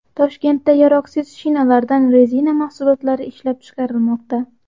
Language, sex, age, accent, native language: Uzbek, female, 12-17, Xorazm, Uzbek